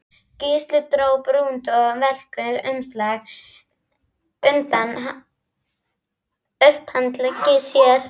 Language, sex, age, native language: Icelandic, female, 12, Icelandic